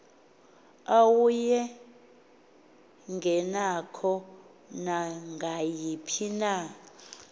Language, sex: Xhosa, female